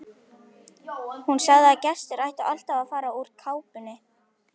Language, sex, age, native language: Icelandic, male, 11, Icelandic